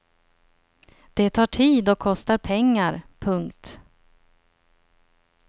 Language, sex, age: Swedish, female, 30